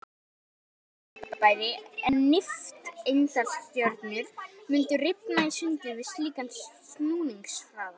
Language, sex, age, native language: Icelandic, male, 18-19, Icelandic